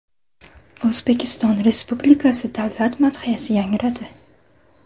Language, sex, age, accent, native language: Uzbek, female, under 19, Andijon, Uzbek